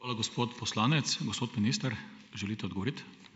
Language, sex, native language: Slovenian, male, Slovenian